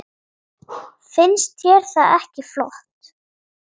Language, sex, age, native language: Icelandic, female, 9, Icelandic